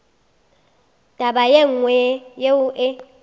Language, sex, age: Northern Sotho, female, 19